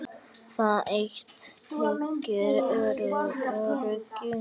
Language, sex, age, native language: Icelandic, female, 9, Icelandic